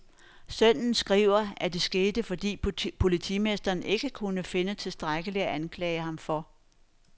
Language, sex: Danish, female